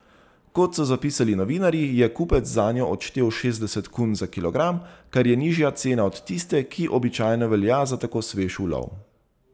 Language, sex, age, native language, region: Slovenian, male, 30-49, Slovenian, Zasavska region